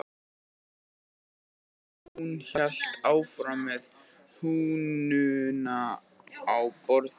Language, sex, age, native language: Icelandic, male, 18-19, Icelandic